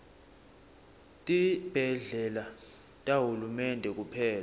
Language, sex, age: Swati, male, 19